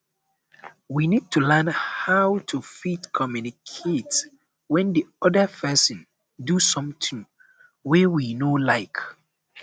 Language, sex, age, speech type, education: Nigerian Pidgin, male, 15-29, spontaneous, tertiary